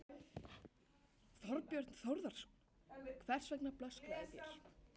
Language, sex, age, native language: Icelandic, female, 13, Icelandic